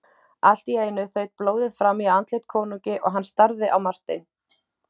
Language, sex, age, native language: Icelandic, female, 30-39, Icelandic